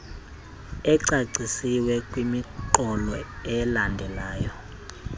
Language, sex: Xhosa, male